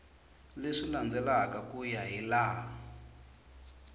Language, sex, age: Tsonga, male, 24